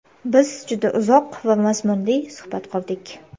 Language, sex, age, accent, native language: Uzbek, female, 25-34, Toshkent shahri, Uzbek